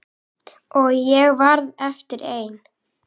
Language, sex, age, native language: Icelandic, female, 8, Icelandic